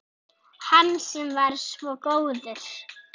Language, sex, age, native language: Icelandic, female, 7, Icelandic